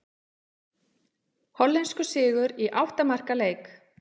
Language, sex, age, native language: Icelandic, female, 30-39, Icelandic